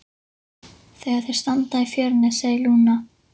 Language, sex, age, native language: Icelandic, female, 11, Icelandic